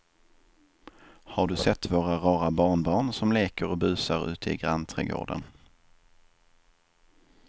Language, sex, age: Swedish, male, 27